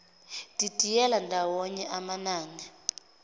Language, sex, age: Zulu, female, 25